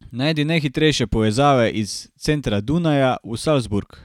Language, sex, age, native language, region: Slovenian, male, 18-29, Slovenian, Carinthia region